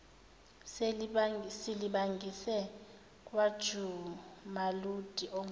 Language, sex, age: Zulu, female, 24